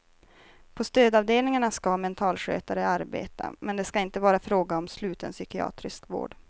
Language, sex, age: Swedish, female, 23